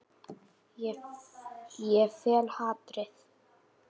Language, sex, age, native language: Icelandic, female, 8, Icelandic